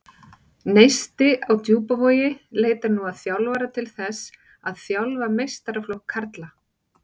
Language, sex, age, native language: Icelandic, female, 40-49, Icelandic